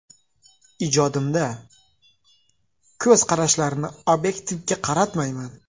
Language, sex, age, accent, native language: Uzbek, male, 19-29, Namangan, Uzbek